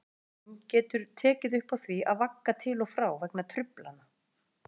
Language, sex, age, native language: Icelandic, female, 40-49, Icelandic